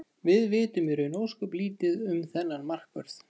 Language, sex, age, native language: Icelandic, male, 30-39, Icelandic